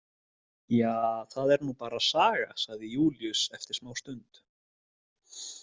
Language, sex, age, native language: Icelandic, male, 20-29, Icelandic